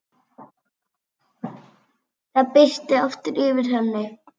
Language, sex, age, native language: Icelandic, female, 7, Icelandic